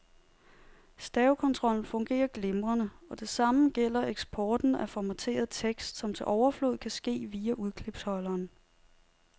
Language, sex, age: Danish, female, 30